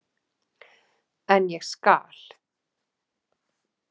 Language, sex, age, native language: Icelandic, female, 40-49, Icelandic